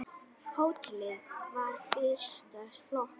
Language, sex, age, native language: Icelandic, female, 10, Icelandic